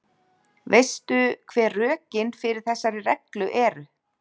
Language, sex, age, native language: Icelandic, female, 40-49, Icelandic